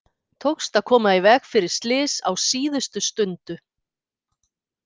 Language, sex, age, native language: Icelandic, female, 50-59, Icelandic